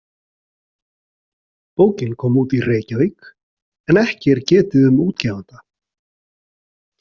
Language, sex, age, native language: Icelandic, male, 40-49, Icelandic